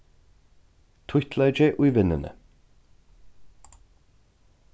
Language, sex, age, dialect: Faroese, male, 36-60, Norðurstreymoy/Eysturoy